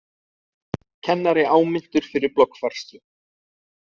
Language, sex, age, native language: Icelandic, male, 30-39, Icelandic